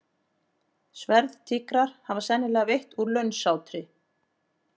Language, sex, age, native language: Icelandic, female, 40-49, Icelandic